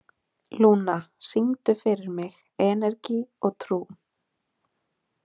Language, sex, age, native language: Icelandic, female, 20-29, Icelandic